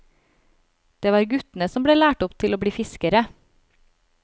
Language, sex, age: Norwegian, female, 36